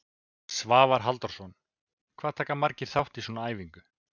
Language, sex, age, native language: Icelandic, male, 20-29, Icelandic